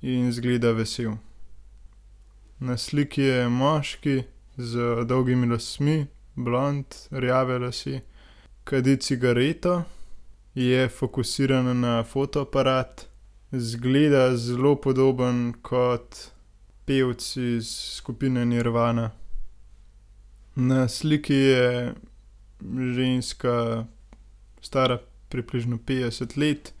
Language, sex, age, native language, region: Slovenian, male, 18-29, Slovenian, Gorenjska region